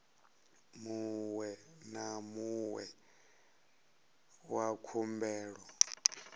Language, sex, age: Venda, male, 37